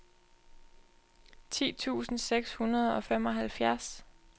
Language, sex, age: Danish, female, 20